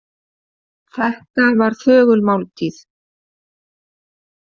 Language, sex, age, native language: Icelandic, female, 50-59, Icelandic